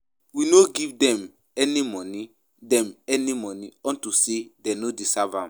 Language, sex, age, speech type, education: Nigerian Pidgin, male, 15-29, spontaneous, tertiary